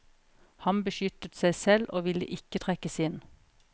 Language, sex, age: Norwegian, female, 41